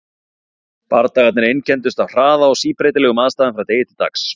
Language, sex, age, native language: Icelandic, male, 40-49, Icelandic